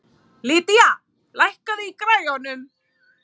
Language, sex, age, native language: Icelandic, female, 30-39, Icelandic